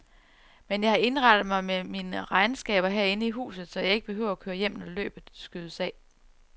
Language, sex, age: Danish, female, 34